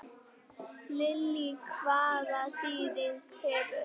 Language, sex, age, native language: Icelandic, female, 10, Icelandic